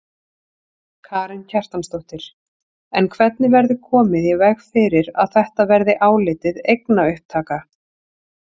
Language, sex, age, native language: Icelandic, female, 40-49, Icelandic